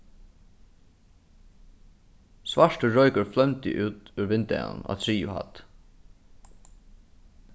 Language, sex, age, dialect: Faroese, male, 15-35, Suðurstreymoy